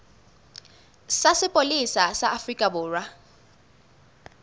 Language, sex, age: Southern Sotho, female, 20